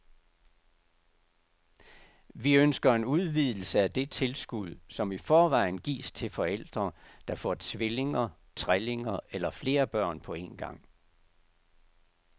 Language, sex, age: Danish, male, 69